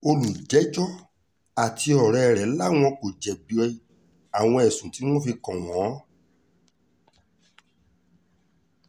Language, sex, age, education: Yoruba, male, 30-45, tertiary